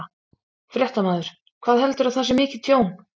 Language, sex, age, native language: Icelandic, female, 20-29, Icelandic